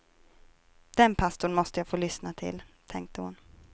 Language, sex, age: Swedish, female, 23